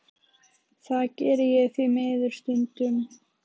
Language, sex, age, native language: Icelandic, female, 15, Icelandic